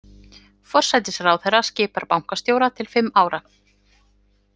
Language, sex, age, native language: Icelandic, female, 40-49, Icelandic